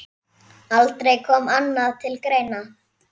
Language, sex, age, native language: Icelandic, female, 10, Icelandic